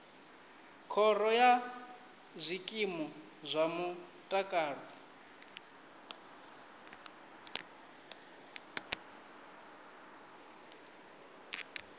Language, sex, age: Venda, male, 19